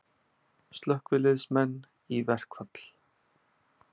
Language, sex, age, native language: Icelandic, male, 30-39, Icelandic